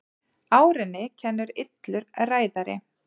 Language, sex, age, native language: Icelandic, female, 40-49, Icelandic